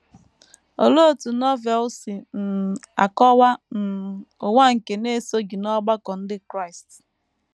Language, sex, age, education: Igbo, female, 15-29, tertiary